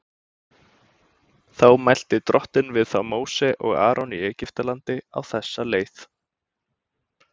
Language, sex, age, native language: Icelandic, male, 20-29, Icelandic